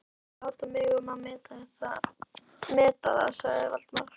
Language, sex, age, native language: Icelandic, female, 12, Icelandic